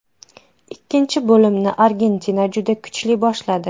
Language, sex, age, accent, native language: Uzbek, female, 30-39, Xorazm, Uzbek